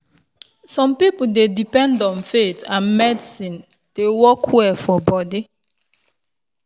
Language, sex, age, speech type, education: Nigerian Pidgin, female, 15-29, spontaneous, tertiary